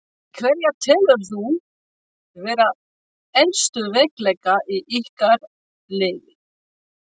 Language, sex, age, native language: Icelandic, female, 60-69, French